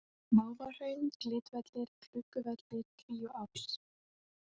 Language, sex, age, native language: Icelandic, female, 18-19, Icelandic